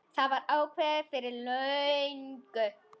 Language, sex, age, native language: Icelandic, female, 10, Icelandic